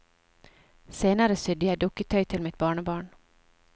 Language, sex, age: Norwegian, female, 27